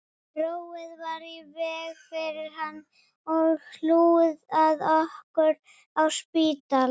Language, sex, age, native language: Icelandic, female, 30-39, Icelandic